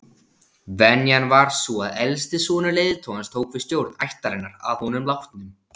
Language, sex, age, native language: Icelandic, male, 16, Icelandic